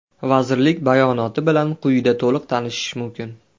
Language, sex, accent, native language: Uzbek, male, Andijon, Uzbek